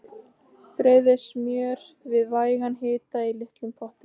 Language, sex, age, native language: Icelandic, female, 15, Icelandic